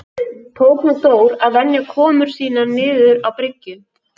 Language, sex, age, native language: Icelandic, female, 11, Icelandic